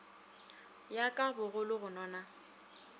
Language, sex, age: Northern Sotho, female, 27